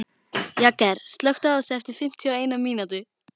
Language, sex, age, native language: Icelandic, female, 12, Icelandic